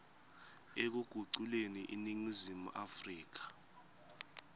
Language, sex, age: Swati, male, 18